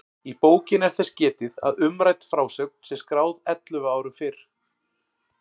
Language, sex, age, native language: Icelandic, male, 40-49, Icelandic